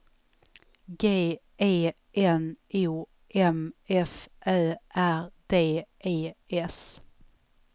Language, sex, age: Swedish, female, 34